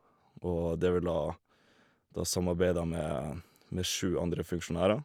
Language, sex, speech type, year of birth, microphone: Norwegian, male, spontaneous, 1991, Shure